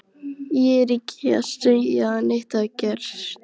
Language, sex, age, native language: Icelandic, female, 12, Icelandic